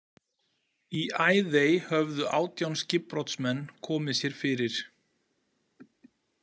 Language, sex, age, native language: Icelandic, male, 40-49, Icelandic